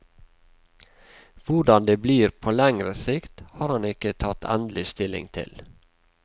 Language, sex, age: Norwegian, male, 48